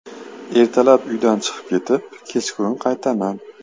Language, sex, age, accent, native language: Uzbek, male, 25-34, Andijon, Uzbek